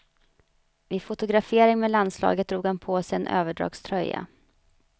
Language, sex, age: Swedish, female, 35